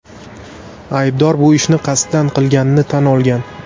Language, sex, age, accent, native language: Uzbek, male, 18-24, Andijon, Uzbek